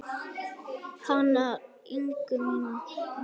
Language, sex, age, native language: Icelandic, male, 9, Icelandic